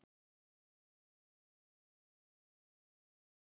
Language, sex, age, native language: Icelandic, male, 12, Icelandic